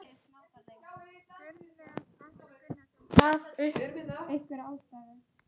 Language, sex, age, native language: Icelandic, female, 11, Icelandic